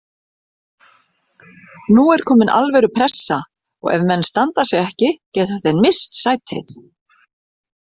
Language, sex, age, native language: Icelandic, female, 60-69, Icelandic